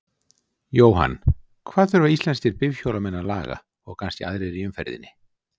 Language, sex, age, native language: Icelandic, male, 60-69, Icelandic